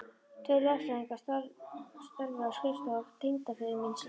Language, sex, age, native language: Icelandic, female, 11, Icelandic